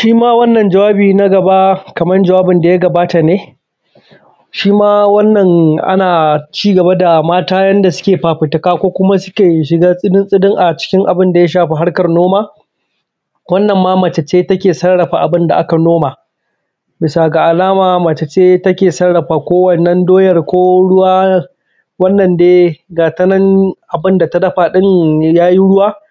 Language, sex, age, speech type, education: Hausa, male, 15-29, spontaneous, primary